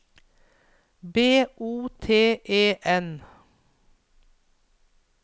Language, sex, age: Norwegian, female, 42